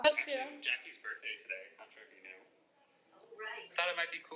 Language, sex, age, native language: Icelandic, other, 12, Icelandic